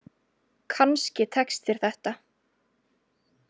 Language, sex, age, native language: Icelandic, female, 20-29, Icelandic